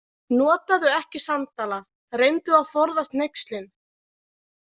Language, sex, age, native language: Icelandic, female, 20-29, Icelandic